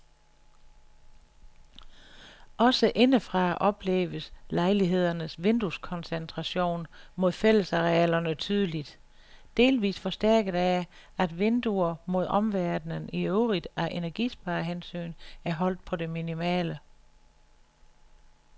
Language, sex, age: Danish, female, 61